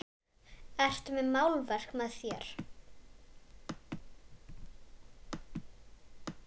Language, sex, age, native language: Icelandic, female, 9, Icelandic